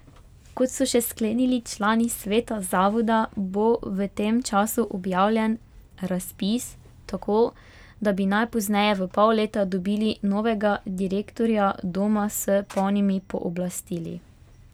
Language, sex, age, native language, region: Slovenian, female, 18-29, Slovenian, Pomurje region